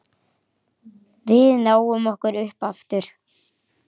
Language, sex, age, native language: Icelandic, female, 8, Icelandic